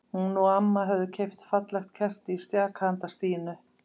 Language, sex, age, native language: Icelandic, female, 50-59, Icelandic